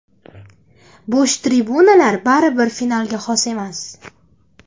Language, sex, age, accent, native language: Uzbek, female, under 19, Andijon, Uzbek